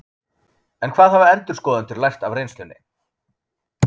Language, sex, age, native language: Icelandic, male, 30-39, Icelandic